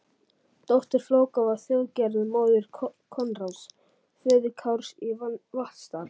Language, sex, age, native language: Icelandic, male, 40-49, Icelandic